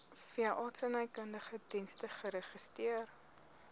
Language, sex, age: Afrikaans, female, 18